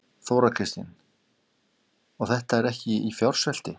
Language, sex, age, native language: Icelandic, male, 50-59, Icelandic